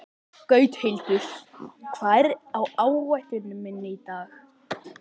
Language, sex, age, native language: Icelandic, male, 11, Icelandic